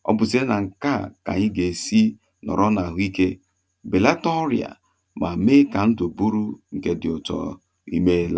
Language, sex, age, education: Igbo, male, 30-45, tertiary